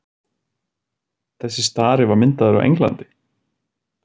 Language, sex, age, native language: Icelandic, male, 30-39, Icelandic